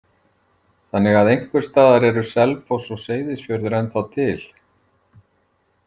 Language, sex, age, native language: Icelandic, male, 50-59, Icelandic